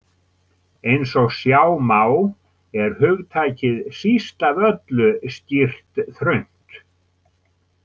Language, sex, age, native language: Icelandic, male, 70-79, Icelandic